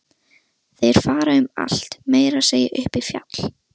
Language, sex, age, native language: Icelandic, female, 13, Russian